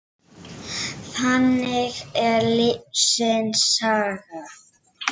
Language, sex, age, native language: Icelandic, female, 7, Icelandic